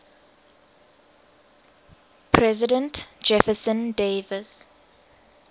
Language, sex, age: English, female, 19